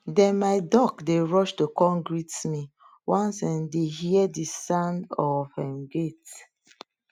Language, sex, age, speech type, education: Nigerian Pidgin, female, 30-45, spontaneous, tertiary